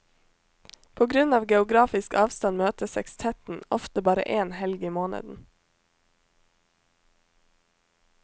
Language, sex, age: Norwegian, female, 21